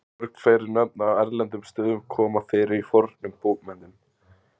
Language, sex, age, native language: Icelandic, male, 20-29, Icelandic